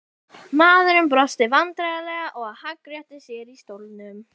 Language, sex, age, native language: Icelandic, female, 11, Icelandic